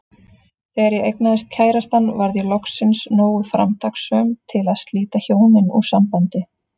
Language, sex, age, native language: Icelandic, female, 30-39, Icelandic